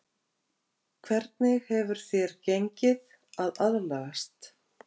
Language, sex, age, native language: Icelandic, female, 50-59, Icelandic